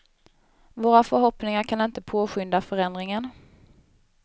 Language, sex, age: Swedish, female, 19